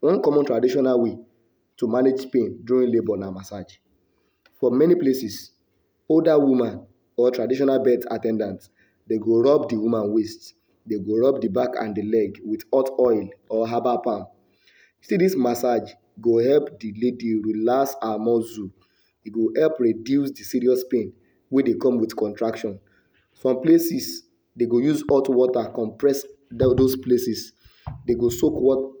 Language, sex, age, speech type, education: Nigerian Pidgin, male, 60+, spontaneous, tertiary